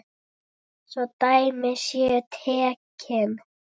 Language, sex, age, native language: Icelandic, female, 9, Icelandic